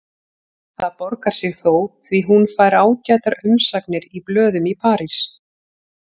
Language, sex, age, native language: Icelandic, female, 40-49, Icelandic